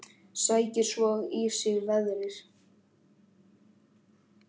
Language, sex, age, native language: Icelandic, male, 10, Icelandic